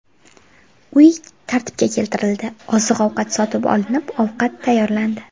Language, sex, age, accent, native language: Uzbek, female, 18-24, Farg'ona, Uzbek